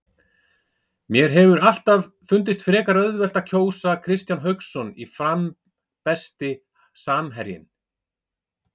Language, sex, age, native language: Icelandic, male, 40-49, Icelandic